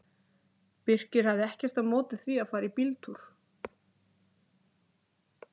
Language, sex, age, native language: Icelandic, female, 13, Icelandic